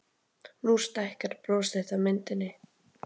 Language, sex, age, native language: Icelandic, female, 12, Icelandic